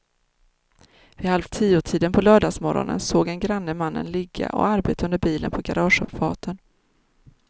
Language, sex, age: Swedish, female, 30